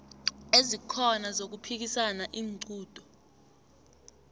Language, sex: South Ndebele, female